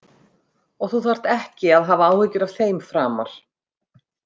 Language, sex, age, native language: Icelandic, female, 50-59, Icelandic